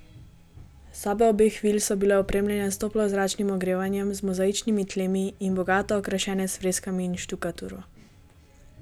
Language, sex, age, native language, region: Slovenian, female, 18-29, Slovenian, Gorenjska region